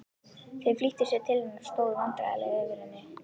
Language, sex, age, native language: Icelandic, female, 11, Icelandic